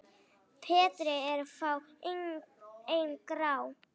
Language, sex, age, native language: Icelandic, female, 8, Icelandic